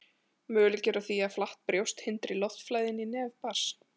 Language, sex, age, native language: Icelandic, male, 40-49, Icelandic